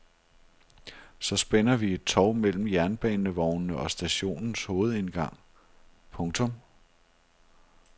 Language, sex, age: Danish, male, 42